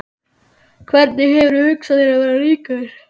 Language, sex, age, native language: Icelandic, male, 12, Icelandic